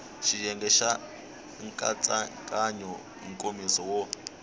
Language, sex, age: Tsonga, male, 21